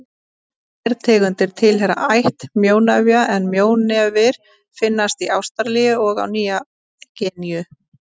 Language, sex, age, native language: Icelandic, female, 30-39, Icelandic